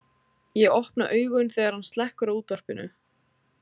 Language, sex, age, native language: Icelandic, female, 20-29, Icelandic